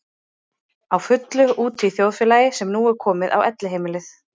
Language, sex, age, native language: Icelandic, female, 30-39, Icelandic